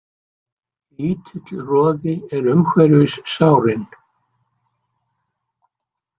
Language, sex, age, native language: Icelandic, male, 60-69, Icelandic